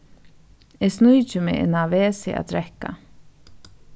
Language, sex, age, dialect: Faroese, female, 36-60, Norðuroyggjar